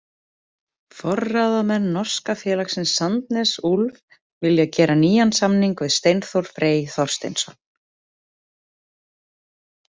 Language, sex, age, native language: Icelandic, female, 30-39, Icelandic